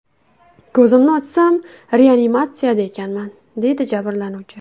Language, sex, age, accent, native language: Uzbek, female, 18-24, Qashqadaryo, Uzbek